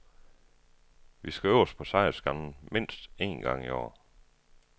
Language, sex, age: Danish, male, 33